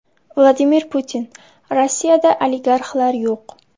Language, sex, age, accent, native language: Uzbek, female, 18-24, Samarqand, Uzbek